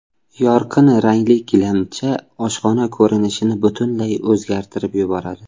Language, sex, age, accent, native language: Uzbek, male, 25-34, Samarqand, Uzbek